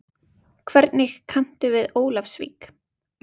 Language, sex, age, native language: Icelandic, female, 20-29, Icelandic